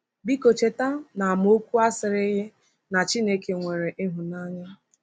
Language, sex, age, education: Igbo, female, 15-29, tertiary